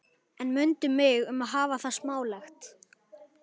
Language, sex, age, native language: Icelandic, male, 11, Icelandic